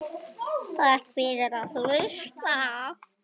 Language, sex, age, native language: Icelandic, male, 10, Icelandic